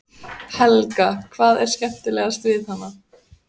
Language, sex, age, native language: Icelandic, female, 14, Icelandic